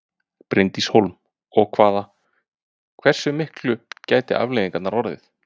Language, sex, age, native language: Icelandic, male, 30-39, Icelandic